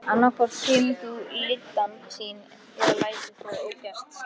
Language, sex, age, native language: Icelandic, male, 13, Icelandic